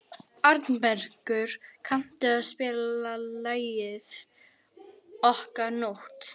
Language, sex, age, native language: Icelandic, female, 18-19, Icelandic